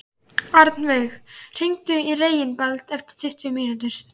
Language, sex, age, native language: Icelandic, male, 11, Icelandic